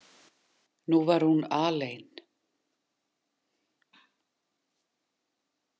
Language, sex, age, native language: Icelandic, female, 40-49, Icelandic